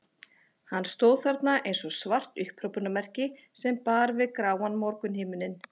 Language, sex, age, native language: Icelandic, female, 40-49, Icelandic